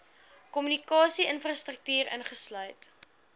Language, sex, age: Afrikaans, female, 21